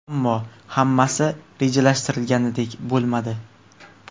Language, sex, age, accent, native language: Uzbek, male, 18-24, Toshkent viloyati, Uzbek